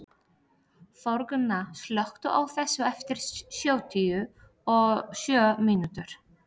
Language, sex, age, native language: Icelandic, female, 30-39, Polish